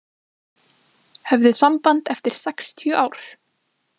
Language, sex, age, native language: Icelandic, female, 20-29, Icelandic